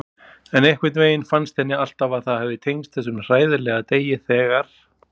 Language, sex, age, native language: Icelandic, male, 40-49, Icelandic